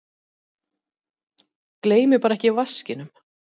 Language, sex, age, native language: Icelandic, female, 50-59, Icelandic